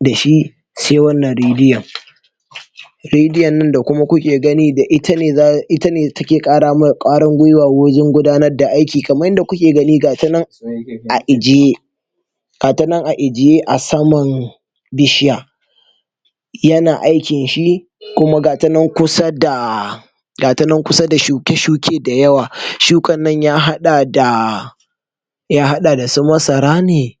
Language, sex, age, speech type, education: Hausa, male, 46-60, spontaneous, tertiary